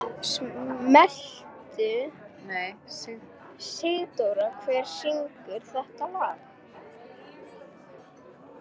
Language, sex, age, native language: Icelandic, male, 8, Icelandic